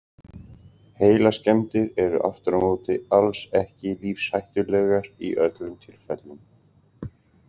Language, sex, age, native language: Icelandic, male, 40-49, Icelandic